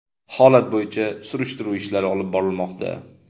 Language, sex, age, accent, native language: Uzbek, male, 25-34, Andijon, Uzbek